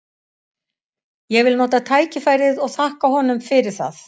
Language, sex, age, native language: Icelandic, female, 60-69, Icelandic